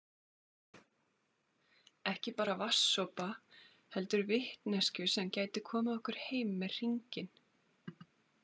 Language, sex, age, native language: Icelandic, female, 40-49, Icelandic